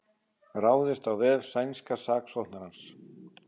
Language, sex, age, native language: Icelandic, male, 40-49, Icelandic